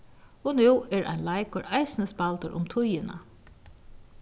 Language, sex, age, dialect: Faroese, female, 36-60, Vágar